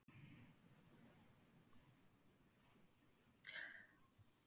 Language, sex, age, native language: Icelandic, female, 50-59, Icelandic